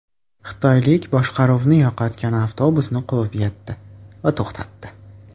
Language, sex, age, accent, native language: Uzbek, male, under 19, Toshkent shahri, Uzbek